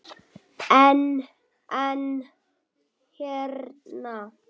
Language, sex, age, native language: Icelandic, male, 8, Icelandic